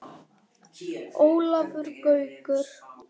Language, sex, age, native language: Icelandic, female, 9, Icelandic